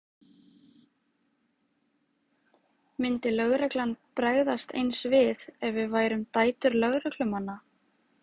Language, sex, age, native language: Icelandic, female, 20-29, Icelandic